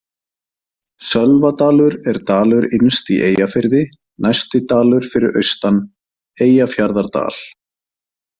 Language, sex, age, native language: Icelandic, male, 30-39, Icelandic